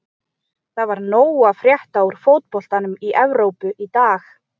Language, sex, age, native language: Icelandic, female, 20-29, Icelandic